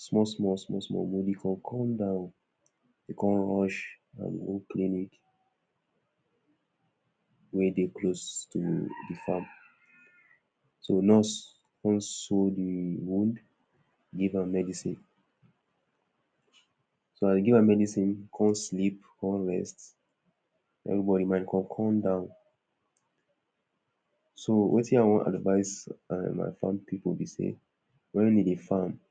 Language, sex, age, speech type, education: Nigerian Pidgin, male, 30-45, spontaneous, tertiary